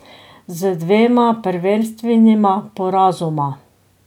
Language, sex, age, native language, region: Slovenian, female, 50-59, Slovenian, Drava region